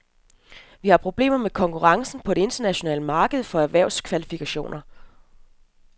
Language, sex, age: Danish, female, 27